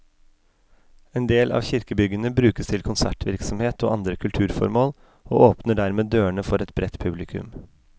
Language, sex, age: Norwegian, male, 33